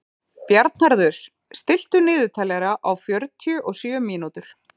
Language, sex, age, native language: Icelandic, female, 30-39, Icelandic